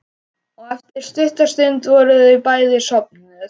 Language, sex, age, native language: Icelandic, male, 11, Icelandic